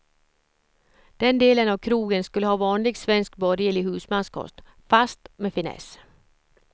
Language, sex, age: Swedish, female, 54